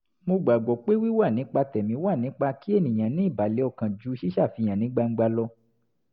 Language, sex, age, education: Yoruba, male, 30-45, tertiary